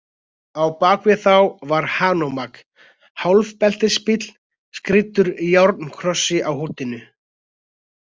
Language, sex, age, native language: Icelandic, male, 20-29, Icelandic